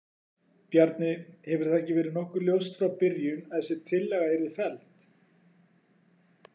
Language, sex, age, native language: Icelandic, male, 40-49, Icelandic